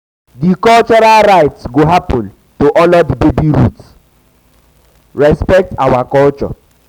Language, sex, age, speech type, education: Nigerian Pidgin, male, 15-29, spontaneous, tertiary